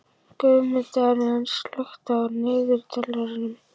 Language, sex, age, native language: Icelandic, male, 11, Icelandic